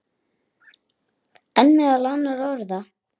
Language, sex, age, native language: Icelandic, female, 8, Icelandic